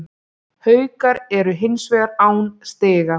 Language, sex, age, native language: Icelandic, female, 30-39, Icelandic